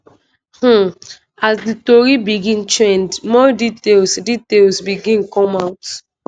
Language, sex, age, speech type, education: Nigerian Pidgin, female, 15-29, spontaneous, tertiary